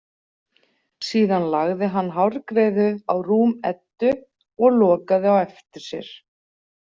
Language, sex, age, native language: Icelandic, female, 40-49, Icelandic